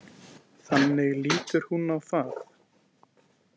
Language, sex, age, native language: Icelandic, male, 20-29, Icelandic